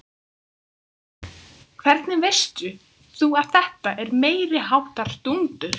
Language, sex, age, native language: Icelandic, female, 15, Icelandic